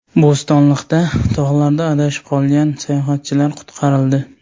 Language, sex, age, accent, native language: Uzbek, male, 18-24, Sirdaryo, Uzbek